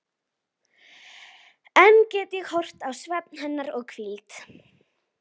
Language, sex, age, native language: Icelandic, female, 12, Icelandic